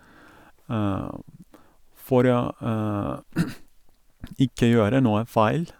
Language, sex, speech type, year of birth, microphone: Norwegian, male, spontaneous, 1982, Sennheiser